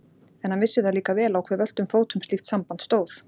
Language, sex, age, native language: Icelandic, female, 40-49, Icelandic